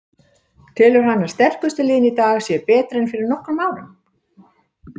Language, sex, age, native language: Icelandic, female, 60-69, Icelandic